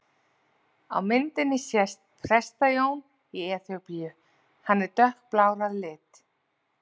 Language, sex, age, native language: Icelandic, female, 40-49, Icelandic